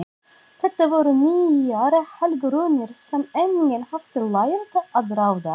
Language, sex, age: Icelandic, female, 40-49